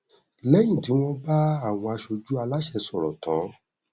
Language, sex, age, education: Yoruba, male, 30-45, tertiary